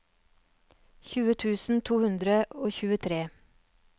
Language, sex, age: Norwegian, female, 39